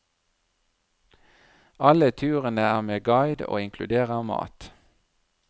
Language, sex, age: Norwegian, male, 37